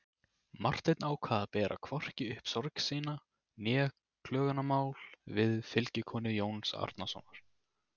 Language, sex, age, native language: Icelandic, male, 18-19, Icelandic